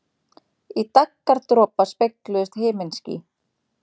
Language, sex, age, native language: Icelandic, female, 30-39, Icelandic